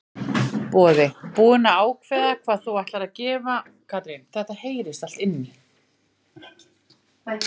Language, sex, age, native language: Icelandic, female, 40-49, Icelandic